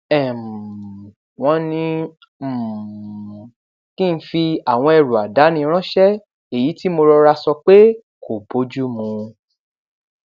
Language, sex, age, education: Yoruba, male, 15-29, tertiary